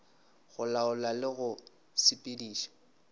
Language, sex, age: Northern Sotho, male, 26